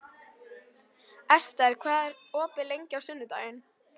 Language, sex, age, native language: Icelandic, female, 11, Icelandic